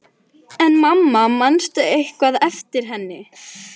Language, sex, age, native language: Icelandic, female, 11, Icelandic